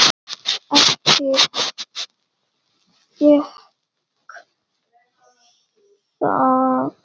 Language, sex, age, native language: Icelandic, female, 8, Icelandic